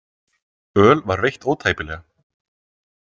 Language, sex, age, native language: Icelandic, male, 20-29, Icelandic